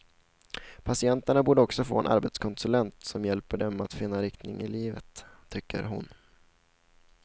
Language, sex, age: Swedish, male, 16